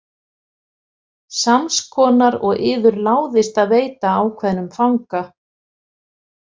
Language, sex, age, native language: Icelandic, female, 50-59, Icelandic